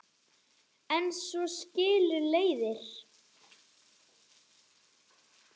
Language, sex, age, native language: Icelandic, male, 9, Icelandic